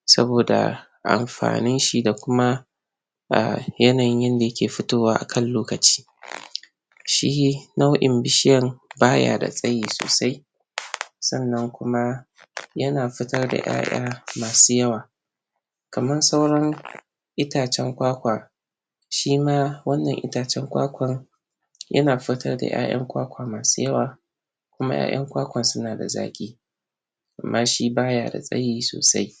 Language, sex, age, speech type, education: Hausa, male, 15-29, spontaneous, primary